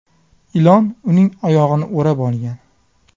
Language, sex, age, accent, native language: Uzbek, male, 25-34, Farg'ona, Uzbek